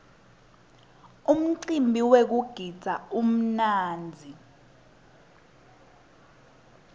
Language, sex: Swati, female